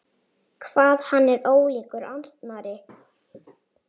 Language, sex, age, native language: Icelandic, female, 7, Icelandic